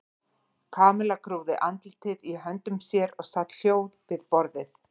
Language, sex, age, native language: Icelandic, female, 40-49, Icelandic